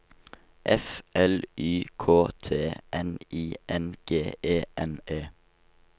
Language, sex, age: Norwegian, male, 19